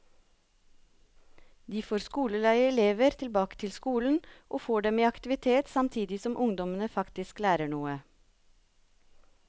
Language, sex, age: Norwegian, female, 36